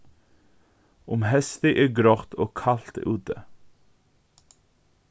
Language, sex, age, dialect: Faroese, male, 15-35, Norðurstreymoy/Eysturoy